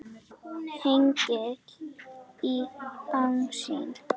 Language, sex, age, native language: Icelandic, female, 10, Icelandic